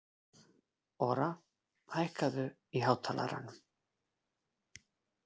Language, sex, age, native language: Icelandic, male, 40-49, Icelandic